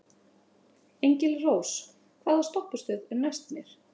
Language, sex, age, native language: Icelandic, female, 30-39, Icelandic